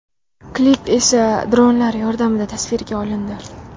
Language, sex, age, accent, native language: Uzbek, female, under 19, Samarqand, Uzbek